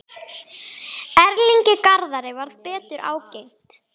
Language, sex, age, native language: Icelandic, female, 10, Icelandic